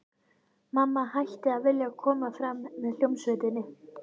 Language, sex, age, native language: Icelandic, female, 11, Icelandic